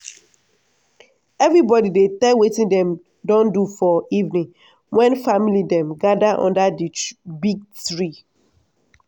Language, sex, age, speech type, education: Nigerian Pidgin, female, 15-29, spontaneous, tertiary